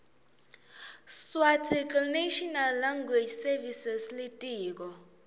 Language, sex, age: Swati, female, 20